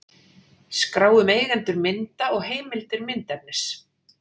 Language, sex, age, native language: Icelandic, female, 40-49, Icelandic